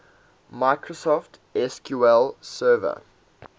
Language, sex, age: English, male, 18